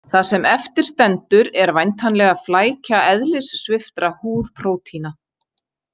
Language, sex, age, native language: Icelandic, female, 40-49, Icelandic